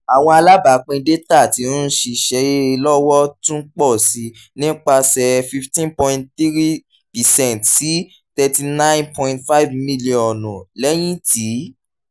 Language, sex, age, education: Yoruba, male, 15-29, tertiary